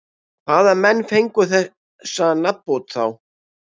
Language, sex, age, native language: Icelandic, male, 60-69, Icelandic